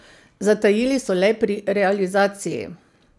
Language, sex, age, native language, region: Slovenian, female, 50-59, Slovenian, Central Slovenia